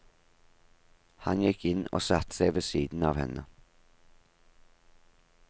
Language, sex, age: Norwegian, male, 38